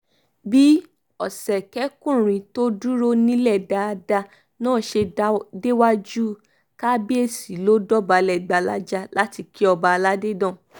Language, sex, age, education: Yoruba, female, 15-29, tertiary